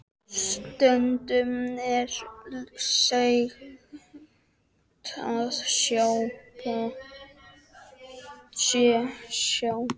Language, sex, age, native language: Icelandic, male, 12, Icelandic